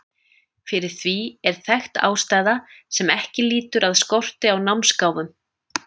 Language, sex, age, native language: Icelandic, female, 30-39, Icelandic